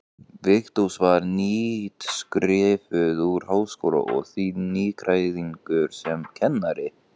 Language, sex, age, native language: Icelandic, male, 15, Icelandic